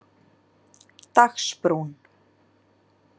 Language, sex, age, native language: Icelandic, female, 30-39, Icelandic